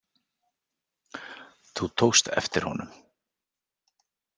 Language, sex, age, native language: Icelandic, male, 40-49, Icelandic